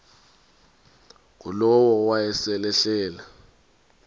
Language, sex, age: Xhosa, male, 32